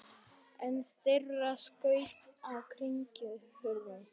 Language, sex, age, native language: Icelandic, other, 60-69, Icelandic